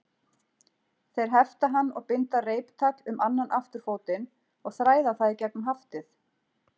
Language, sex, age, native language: Icelandic, female, 40-49, Icelandic